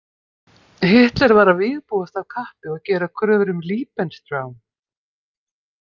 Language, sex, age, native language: Icelandic, female, 50-59, Icelandic